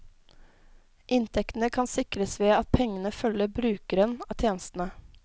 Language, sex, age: Norwegian, female, 17